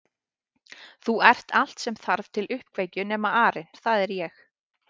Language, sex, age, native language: Icelandic, female, 30-39, Icelandic